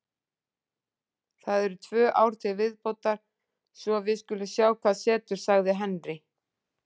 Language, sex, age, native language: Icelandic, female, 40-49, Icelandic